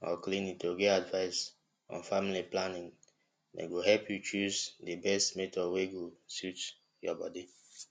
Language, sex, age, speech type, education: Nigerian Pidgin, male, 15-29, spontaneous, tertiary